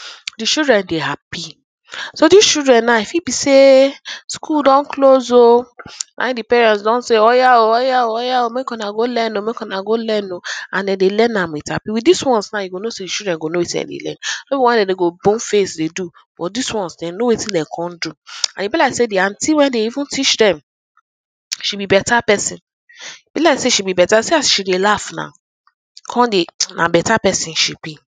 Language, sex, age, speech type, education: Nigerian Pidgin, female, 15-29, spontaneous, tertiary